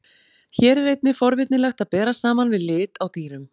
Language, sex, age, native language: Icelandic, female, 40-49, Icelandic